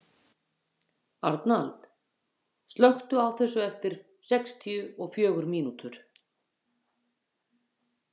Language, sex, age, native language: Icelandic, female, 50-59, Icelandic